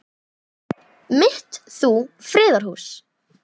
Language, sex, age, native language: Icelandic, male, 9, Icelandic